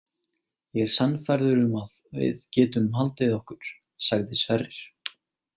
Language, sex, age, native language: Icelandic, male, 18-19, Icelandic